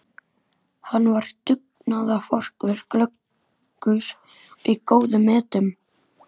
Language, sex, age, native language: Icelandic, male, 12, Icelandic